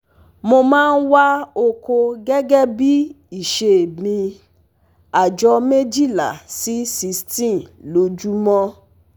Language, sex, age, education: Yoruba, female, 15-29, tertiary